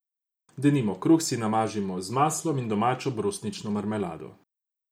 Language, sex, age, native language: Slovenian, male, 18-29, Croatian